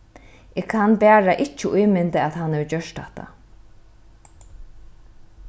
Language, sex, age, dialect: Faroese, female, 36-60, Norðuroyggjar